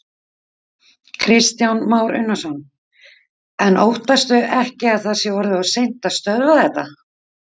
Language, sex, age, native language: Icelandic, female, 50-59, Icelandic